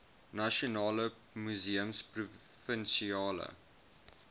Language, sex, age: Afrikaans, male, 21